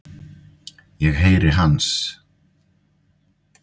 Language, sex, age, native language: Icelandic, male, 50-59, Icelandic